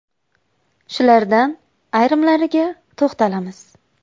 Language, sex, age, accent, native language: Uzbek, female, 25-34, Samarqand, Uzbek